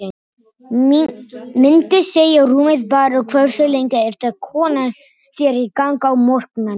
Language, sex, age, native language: Icelandic, other, 18-19, Icelandic